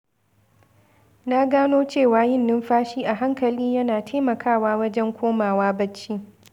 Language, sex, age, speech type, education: Hausa, female, 15-29, read, secondary